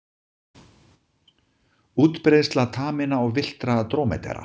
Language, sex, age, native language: Icelandic, male, 50-59, Icelandic